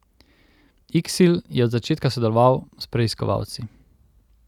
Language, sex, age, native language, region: Slovenian, male, 30-49, Slovenian, Central Slovenia